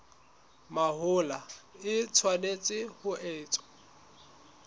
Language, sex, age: Southern Sotho, male, 21